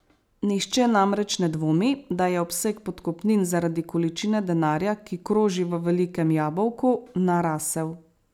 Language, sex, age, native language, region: Slovenian, female, 30-49, Slovenian, Savinja region